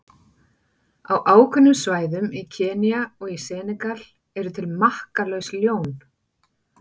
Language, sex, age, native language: Icelandic, female, 40-49, Icelandic